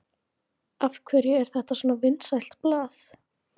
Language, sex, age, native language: Icelandic, female, 16, Icelandic